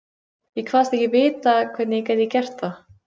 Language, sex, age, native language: Icelandic, female, 15, Icelandic